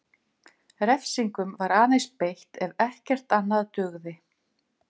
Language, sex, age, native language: Icelandic, female, 50-59, Icelandic